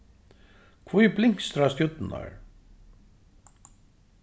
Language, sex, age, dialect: Faroese, male, 36-60, Suðuroy